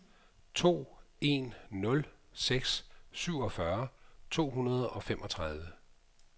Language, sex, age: Danish, male, 55